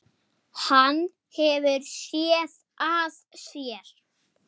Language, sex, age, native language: Icelandic, male, 8, Icelandic